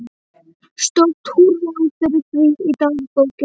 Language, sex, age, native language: Icelandic, female, 11, Icelandic